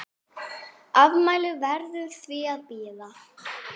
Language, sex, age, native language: Icelandic, female, 9, Icelandic